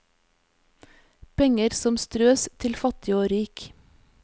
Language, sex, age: Norwegian, female, 46